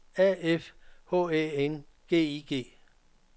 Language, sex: Danish, male